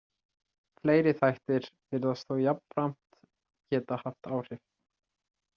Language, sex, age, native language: Icelandic, male, 30-39, Icelandic